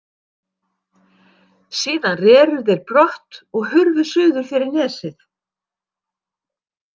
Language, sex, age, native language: Icelandic, female, 60-69, Icelandic